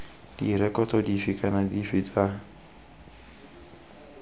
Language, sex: Tswana, male